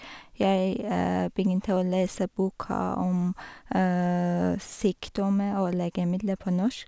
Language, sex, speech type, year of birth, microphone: Norwegian, female, spontaneous, 1985, Sennheiser